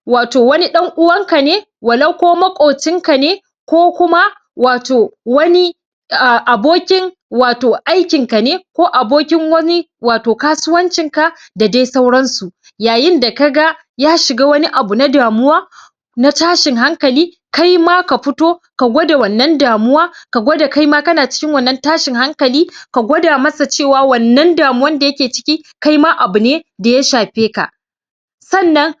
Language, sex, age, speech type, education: Hausa, female, 30-45, spontaneous, tertiary